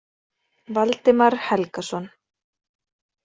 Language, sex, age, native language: Icelandic, female, 30-39, Icelandic